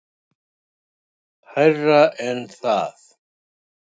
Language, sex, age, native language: Icelandic, male, 60-69, Icelandic